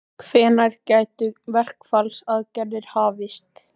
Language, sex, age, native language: Icelandic, male, 13, Icelandic